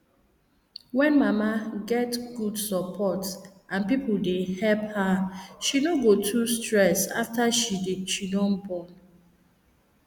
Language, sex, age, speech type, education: Nigerian Pidgin, female, 30-45, spontaneous, tertiary